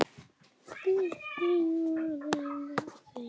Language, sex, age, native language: Icelandic, male, 9, Icelandic